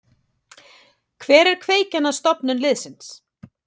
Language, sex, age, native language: Icelandic, female, 30-39, Icelandic